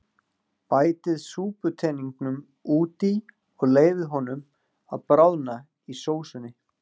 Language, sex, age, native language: Icelandic, male, 40-49, Icelandic